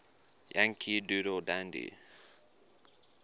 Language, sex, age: English, male, 19